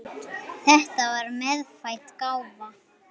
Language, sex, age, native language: Icelandic, female, 8, Icelandic